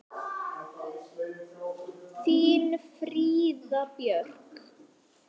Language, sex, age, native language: Icelandic, female, 9, Icelandic